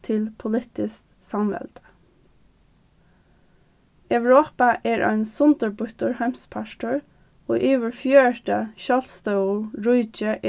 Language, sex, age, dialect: Faroese, female, 15-35, Norðurstreymoy/Eysturoy